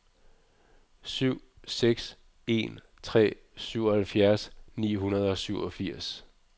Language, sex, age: Danish, male, 46